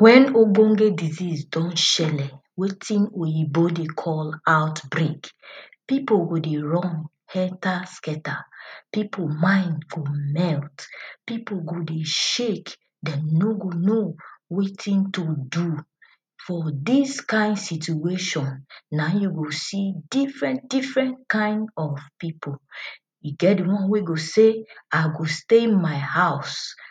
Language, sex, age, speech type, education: Nigerian Pidgin, female, 30-45, spontaneous, tertiary